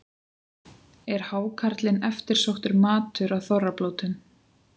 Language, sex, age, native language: Icelandic, female, 20-29, Icelandic